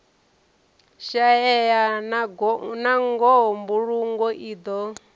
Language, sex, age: Venda, female, 34